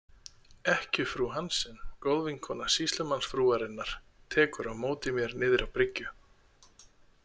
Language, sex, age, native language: Icelandic, male, 30-39, Icelandic